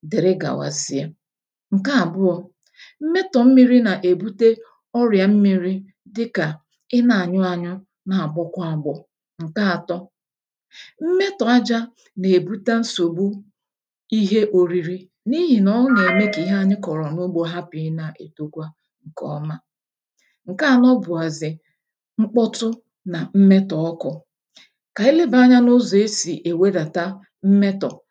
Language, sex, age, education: Igbo, female, 30-45, tertiary